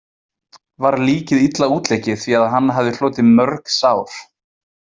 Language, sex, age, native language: Icelandic, male, 20-29, Icelandic